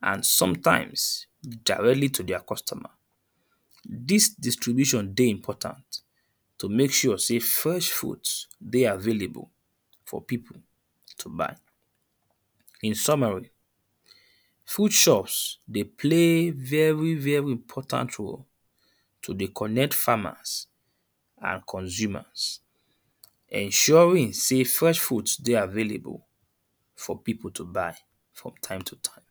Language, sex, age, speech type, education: Nigerian Pidgin, male, 30-45, spontaneous, tertiary